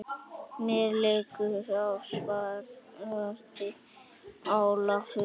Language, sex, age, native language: Icelandic, male, 9, Icelandic